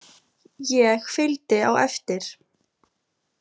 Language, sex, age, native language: Icelandic, female, 18-19, Icelandic